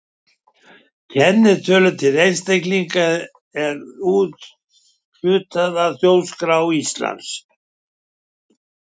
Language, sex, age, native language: Icelandic, male, 70-79, Icelandic